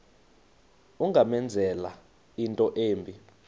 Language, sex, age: Xhosa, male, 35